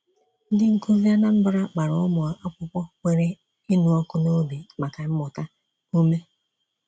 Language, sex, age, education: Igbo, female, 30-45, secondary